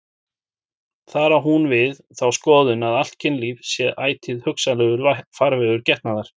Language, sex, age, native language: Icelandic, male, 40-49, Icelandic